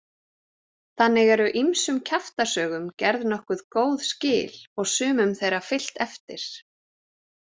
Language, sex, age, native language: Icelandic, female, 40-49, Icelandic